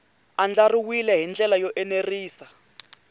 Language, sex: Tsonga, male